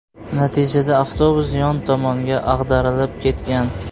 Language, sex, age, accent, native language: Uzbek, male, 18-24, Namangan, Uzbek